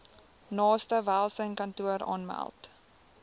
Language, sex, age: Afrikaans, female, 18